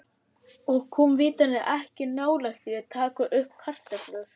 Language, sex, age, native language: Icelandic, female, 11, Icelandic